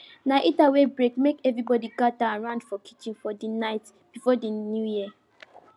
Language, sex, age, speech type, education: Nigerian Pidgin, female, 15-29, spontaneous, tertiary